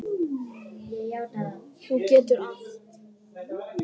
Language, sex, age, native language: Icelandic, female, 10, Icelandic